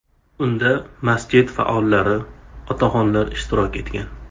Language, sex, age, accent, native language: Uzbek, male, 25-34, Farg'ona, Uzbek